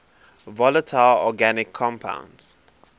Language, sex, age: English, male, 23